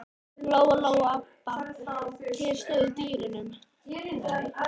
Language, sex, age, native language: Icelandic, female, 13, Icelandic